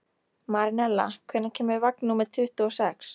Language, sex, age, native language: Icelandic, female, 13, Icelandic